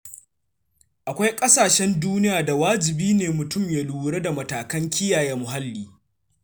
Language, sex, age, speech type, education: Hausa, male, 15-29, read, secondary